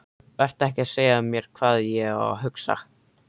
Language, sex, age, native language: Icelandic, male, 13, Icelandic